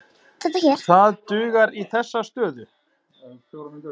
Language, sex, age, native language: Icelandic, male, 40-49, Icelandic